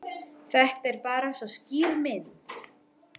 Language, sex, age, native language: Icelandic, female, 12, Icelandic